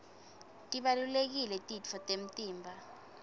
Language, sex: Swati, female